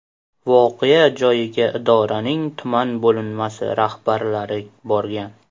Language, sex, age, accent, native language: Uzbek, male, 18-24, Qashqadaryo, Uzbek